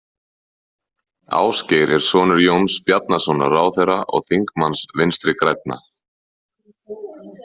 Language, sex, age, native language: Icelandic, male, 30-39, Icelandic